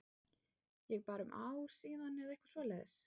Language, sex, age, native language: Icelandic, female, 30-39, Icelandic